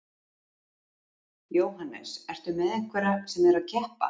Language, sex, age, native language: Icelandic, female, 50-59, Icelandic